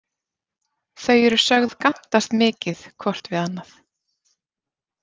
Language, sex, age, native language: Icelandic, female, 30-39, Icelandic